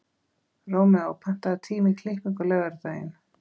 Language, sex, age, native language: Icelandic, female, 20-29, Icelandic